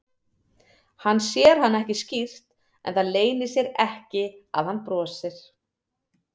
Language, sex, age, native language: Icelandic, female, 30-39, Icelandic